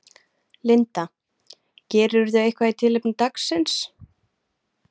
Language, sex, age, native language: Icelandic, female, 20-29, Icelandic